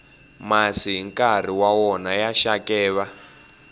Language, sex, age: Tsonga, male, 18